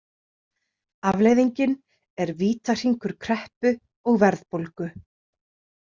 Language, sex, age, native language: Icelandic, female, 30-39, Icelandic